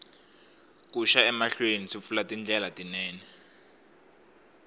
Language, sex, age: Tsonga, male, 21